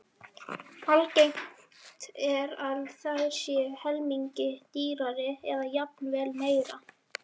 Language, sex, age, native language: Icelandic, male, 11, Icelandic